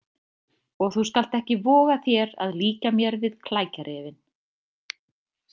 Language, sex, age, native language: Icelandic, female, 30-39, Icelandic